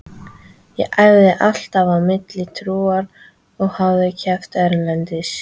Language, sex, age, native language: Icelandic, female, 13, Icelandic